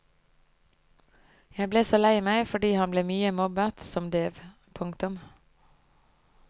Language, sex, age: Norwegian, female, 25